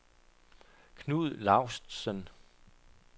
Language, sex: Danish, male